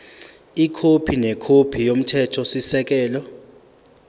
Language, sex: Zulu, male